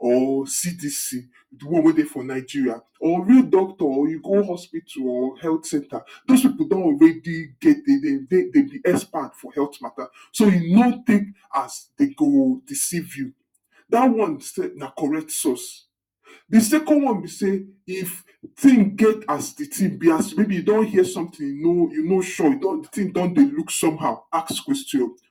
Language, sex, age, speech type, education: Nigerian Pidgin, male, 46-60, spontaneous, tertiary